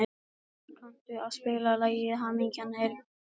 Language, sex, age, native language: Icelandic, female, 18-19, Icelandic